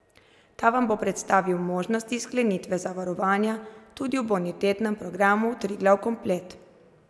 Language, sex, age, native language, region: Slovenian, female, 30-49, Slovenian, Zasavska region